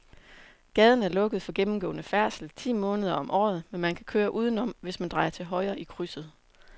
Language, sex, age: Danish, female, 27